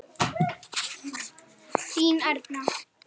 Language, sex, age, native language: Icelandic, female, 9, Icelandic